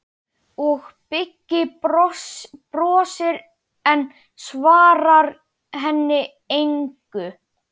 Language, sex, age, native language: Icelandic, male, 11, Icelandic